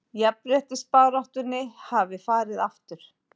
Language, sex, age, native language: Icelandic, female, 40-49, Icelandic